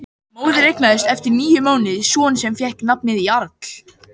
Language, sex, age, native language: Icelandic, male, 18-19, Icelandic